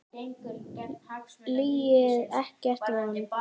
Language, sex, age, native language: Icelandic, male, 10, Icelandic